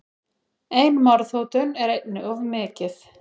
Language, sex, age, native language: Icelandic, female, 30-39, Icelandic